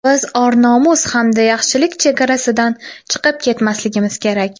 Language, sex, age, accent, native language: Uzbek, female, 19-29, Toshkent shahri, Uzbek